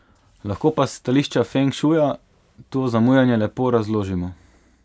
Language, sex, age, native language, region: Slovenian, male, 18-29, Slovenian, Pomurje region